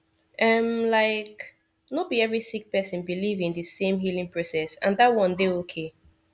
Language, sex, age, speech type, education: Nigerian Pidgin, female, 15-29, spontaneous, tertiary